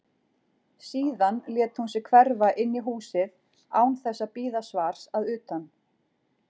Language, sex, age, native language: Icelandic, female, 40-49, Icelandic